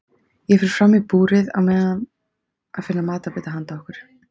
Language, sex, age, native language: Icelandic, female, 30-39, Icelandic